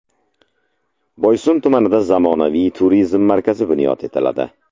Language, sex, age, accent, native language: Uzbek, male, 25-34, Samarqand, Uzbek